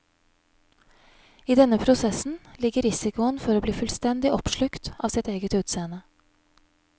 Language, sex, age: Norwegian, female, 31